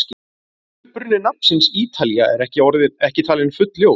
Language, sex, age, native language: Icelandic, male, 40-49, Icelandic